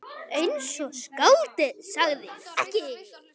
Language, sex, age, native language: Icelandic, male, 10, Icelandic